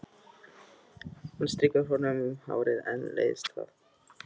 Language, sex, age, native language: Icelandic, male, 12, Icelandic